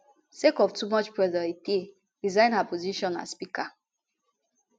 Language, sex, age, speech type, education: Nigerian Pidgin, female, 15-29, spontaneous, tertiary